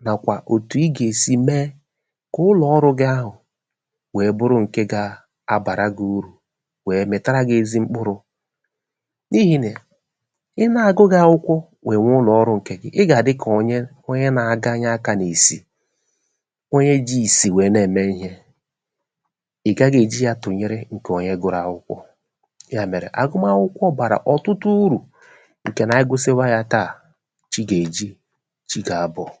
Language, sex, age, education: Igbo, male, 30-45, tertiary